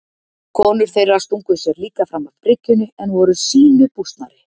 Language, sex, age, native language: Icelandic, female, 50-59, Icelandic